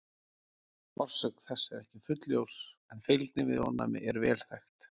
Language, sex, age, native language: Icelandic, male, 40-49, Icelandic